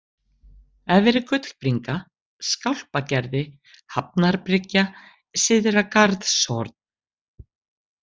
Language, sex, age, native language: Icelandic, female, 60-69, Icelandic